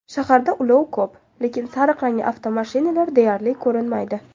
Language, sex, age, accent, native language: Uzbek, female, 18-24, Toshkent shahri, Uzbek